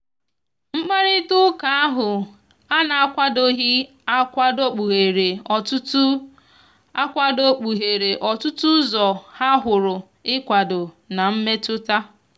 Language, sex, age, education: Igbo, female, 15-29, tertiary